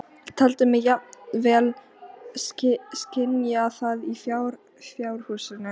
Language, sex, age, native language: Icelandic, female, 13, Icelandic